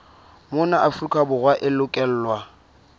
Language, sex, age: Southern Sotho, male, 22